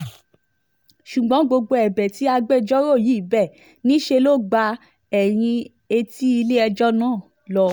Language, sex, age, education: Yoruba, female, 15-29, tertiary